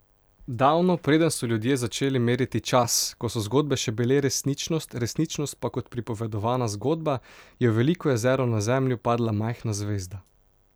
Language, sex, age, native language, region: Slovenian, male, 18-29, Slovenian, Pomurje region